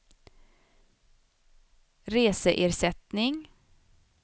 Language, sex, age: Swedish, female, 27